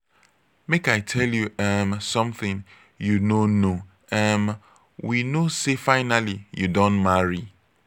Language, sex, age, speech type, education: Nigerian Pidgin, male, 30-45, spontaneous, tertiary